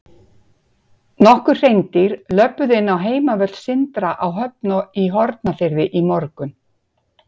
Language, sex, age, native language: Icelandic, female, 50-59, Icelandic